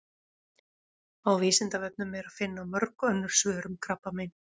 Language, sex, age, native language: Icelandic, female, 40-49, Icelandic